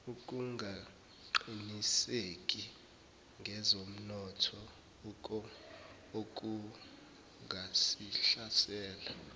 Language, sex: Zulu, male